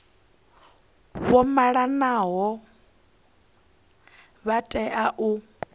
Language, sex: Venda, female